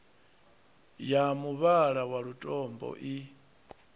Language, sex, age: Venda, male, 39